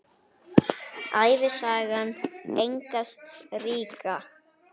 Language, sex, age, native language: Icelandic, male, 9, Icelandic